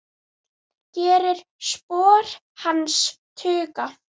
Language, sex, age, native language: Icelandic, male, 10, Icelandic